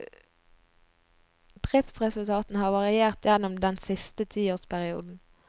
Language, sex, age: Norwegian, female, 22